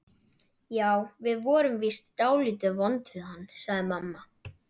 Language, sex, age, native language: Icelandic, male, 12, Icelandic